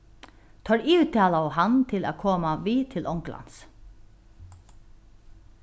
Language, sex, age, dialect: Faroese, female, 36-60, Norðuroyggjar